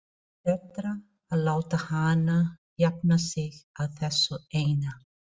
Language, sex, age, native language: Icelandic, female, 40-49, Filipino